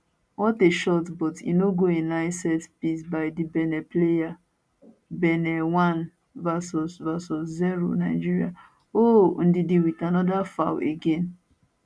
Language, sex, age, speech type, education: Nigerian Pidgin, female, 15-29, spontaneous, tertiary